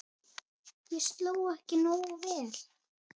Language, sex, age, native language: Icelandic, female, 6, Icelandic